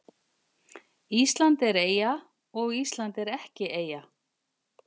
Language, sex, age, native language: Icelandic, female, 50-59, Icelandic